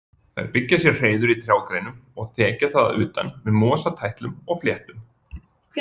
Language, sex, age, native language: Icelandic, male, 40-49, Icelandic